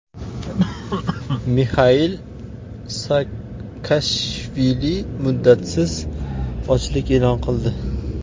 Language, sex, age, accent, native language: Uzbek, male, 25-34, Farg'ona, Uzbek